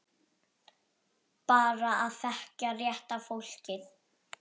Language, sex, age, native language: Icelandic, male, 8, Icelandic